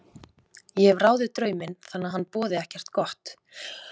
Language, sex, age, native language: Icelandic, female, 20-29, Icelandic